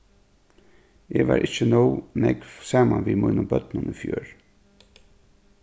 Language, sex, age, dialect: Faroese, male, 36-60, Suðurstreymoy